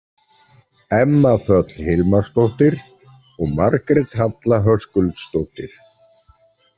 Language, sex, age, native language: Icelandic, male, 40-49, Icelandic